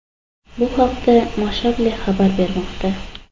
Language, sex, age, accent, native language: Uzbek, female, under 19, Toshkent shahri, Uzbek